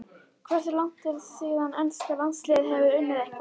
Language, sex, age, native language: Icelandic, female, 11, Icelandic